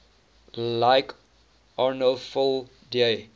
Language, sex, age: English, male, 19